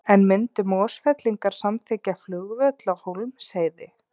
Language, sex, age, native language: Icelandic, female, 30-39, Icelandic